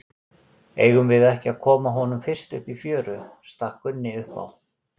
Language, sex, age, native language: Icelandic, male, 40-49, Icelandic